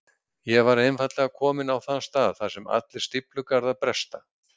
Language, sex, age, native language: Icelandic, male, 60-69, Icelandic